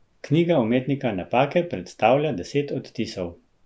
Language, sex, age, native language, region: Slovenian, male, 50-59, Slovenian, Central Slovenia